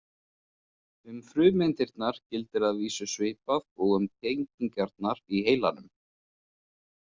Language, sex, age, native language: Icelandic, male, 20-29, Icelandic